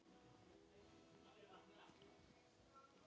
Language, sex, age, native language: Icelandic, female, 10, Icelandic